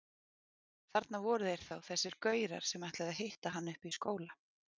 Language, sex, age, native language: Icelandic, female, 40-49, Icelandic